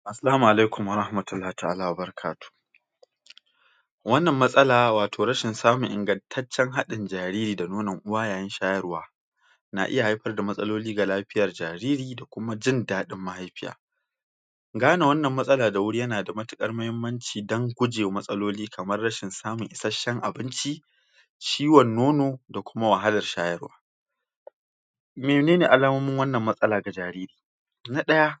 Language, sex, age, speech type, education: Hausa, male, 46-60, spontaneous, tertiary